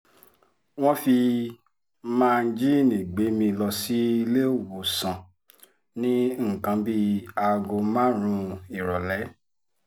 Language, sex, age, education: Yoruba, female, 30-45, tertiary